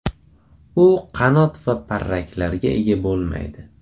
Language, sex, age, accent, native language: Uzbek, male, 18-24, Farg'ona, Uzbek